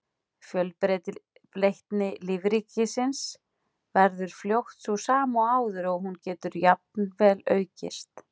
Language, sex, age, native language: Icelandic, female, 40-49, Icelandic